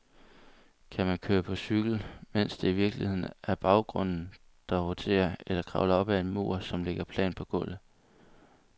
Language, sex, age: Danish, male, 22